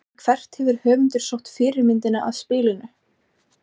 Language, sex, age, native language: Icelandic, female, 20-29, Icelandic